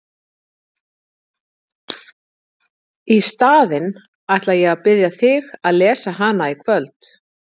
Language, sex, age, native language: Icelandic, female, 50-59, Icelandic